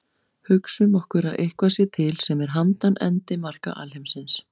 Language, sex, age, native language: Icelandic, female, 40-49, Icelandic